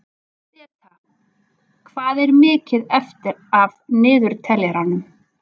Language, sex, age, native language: Icelandic, female, 40-49, Icelandic